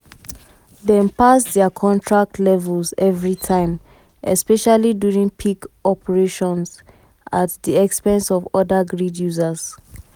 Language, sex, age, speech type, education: Nigerian Pidgin, female, 15-29, spontaneous, tertiary